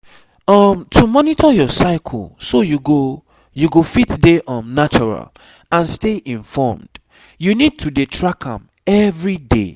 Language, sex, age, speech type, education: Nigerian Pidgin, male, 30-45, spontaneous, tertiary